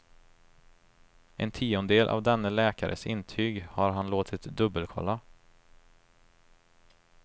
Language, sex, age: Swedish, male, 23